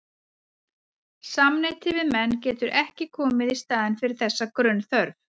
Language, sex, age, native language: Icelandic, female, 40-49, Icelandic